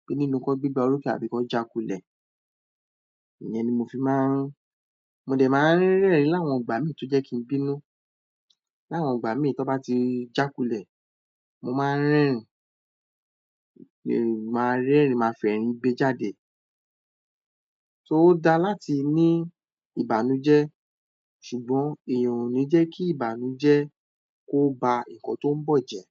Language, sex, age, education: Yoruba, male, 30-45, tertiary